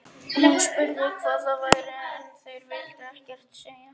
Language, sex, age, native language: Icelandic, male, 11, Icelandic